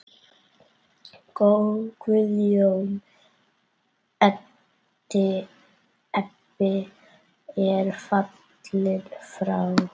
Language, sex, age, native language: Icelandic, female, 8, Icelandic